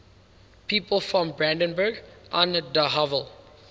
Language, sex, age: English, male, 19